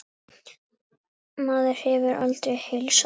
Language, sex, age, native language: Icelandic, female, 8, Icelandic